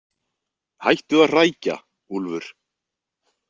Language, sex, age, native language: Icelandic, male, 20-29, Icelandic